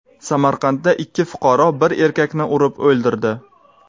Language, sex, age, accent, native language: Uzbek, male, 19-29, Sirdaryo, Uzbek